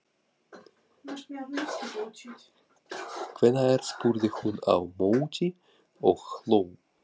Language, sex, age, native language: Icelandic, male, 40-49, Russian